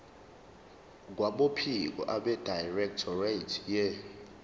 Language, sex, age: Zulu, male, 18